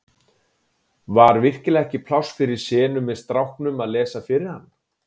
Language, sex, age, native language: Icelandic, male, 40-49, Icelandic